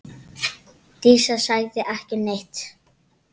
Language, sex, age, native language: Icelandic, female, 7, Icelandic